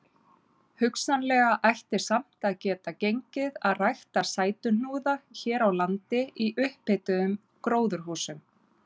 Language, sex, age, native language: Icelandic, female, 30-39, Icelandic